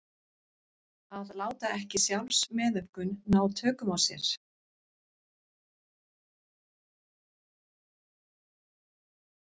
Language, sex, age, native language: Icelandic, female, 50-59, Icelandic